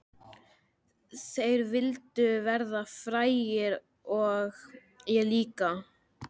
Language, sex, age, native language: Icelandic, male, 13, Icelandic